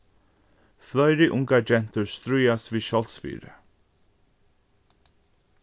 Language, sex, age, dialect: Faroese, male, 15-35, Norðurstreymoy/Eysturoy